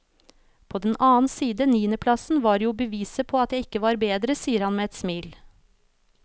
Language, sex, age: Norwegian, female, 36